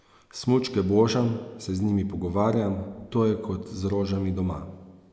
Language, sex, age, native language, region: Slovenian, male, 30-49, Slovenian, Savinja region